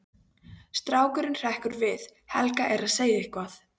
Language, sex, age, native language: Icelandic, female, 13, Polish